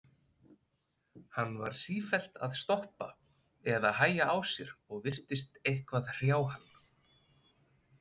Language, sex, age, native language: Icelandic, male, 20-29, Icelandic